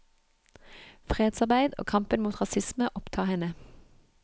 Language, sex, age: Norwegian, female, 31